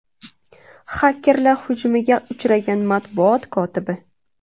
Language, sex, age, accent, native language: Uzbek, female, 19-29, Toshkent shahri, Uzbek